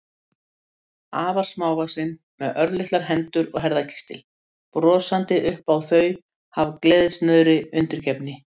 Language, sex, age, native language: Icelandic, female, 60-69, Icelandic